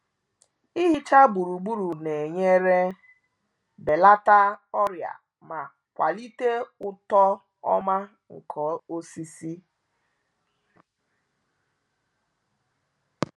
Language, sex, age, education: Igbo, female, 30-45, tertiary